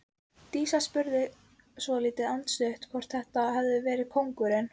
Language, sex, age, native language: Icelandic, female, 12, Icelandic